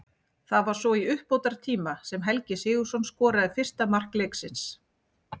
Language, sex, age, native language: Icelandic, female, 40-49, Icelandic